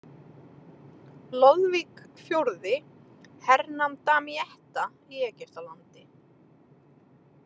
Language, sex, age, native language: Icelandic, female, 30-39, Icelandic